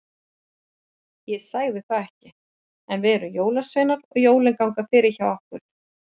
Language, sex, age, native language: Icelandic, female, 50-59, Icelandic